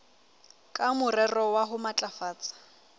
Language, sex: Southern Sotho, female